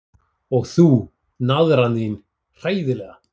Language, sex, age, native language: Icelandic, male, 40-49, Icelandic